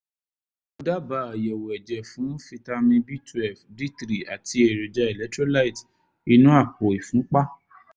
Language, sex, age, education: Yoruba, male, 30-45, tertiary